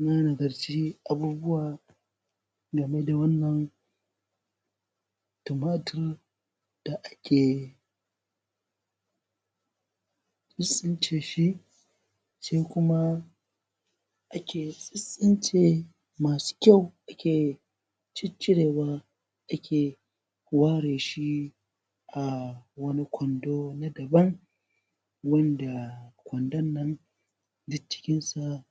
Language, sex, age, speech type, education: Hausa, male, 15-29, spontaneous, primary